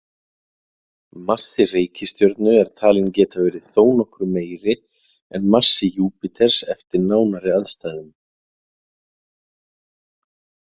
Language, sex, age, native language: Icelandic, male, 40-49, Icelandic